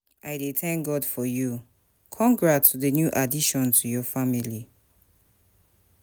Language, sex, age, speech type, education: Nigerian Pidgin, female, 30-45, spontaneous, tertiary